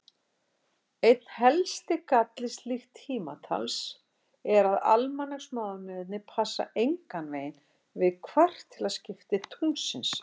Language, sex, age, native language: Icelandic, female, 60-69, Icelandic